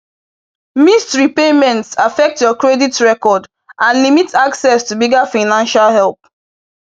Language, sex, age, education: Igbo, female, 15-29, tertiary